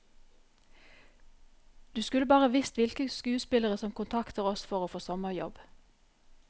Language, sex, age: Norwegian, female, 44